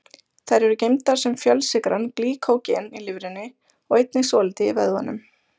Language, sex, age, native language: Icelandic, female, 20-29, Icelandic